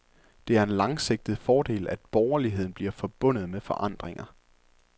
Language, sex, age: Danish, male, 24